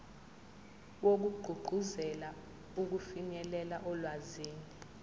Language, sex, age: Zulu, female, 20